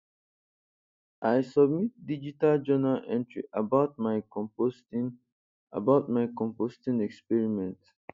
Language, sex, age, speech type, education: Nigerian Pidgin, male, 15-29, spontaneous, tertiary